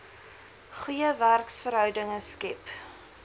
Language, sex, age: Afrikaans, female, 20